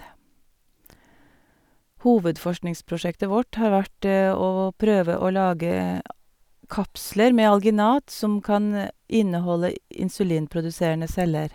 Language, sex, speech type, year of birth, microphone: Norwegian, female, spontaneous, 1962, Sennheiser